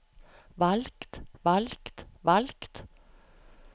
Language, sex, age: Norwegian, female, 45